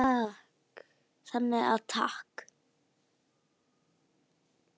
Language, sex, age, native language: Icelandic, female, 9, Icelandic